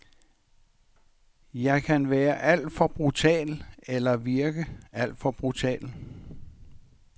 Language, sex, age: Danish, male, 64